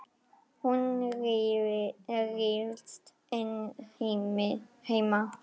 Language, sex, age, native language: Icelandic, female, 10, German